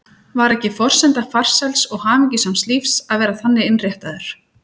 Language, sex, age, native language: Icelandic, female, 40-49, Icelandic